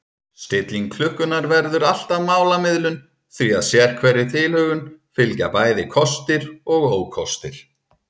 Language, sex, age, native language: Icelandic, male, 30-39, Icelandic